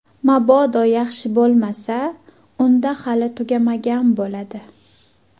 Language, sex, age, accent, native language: Uzbek, female, 19-29, Surxondaryo, Uzbek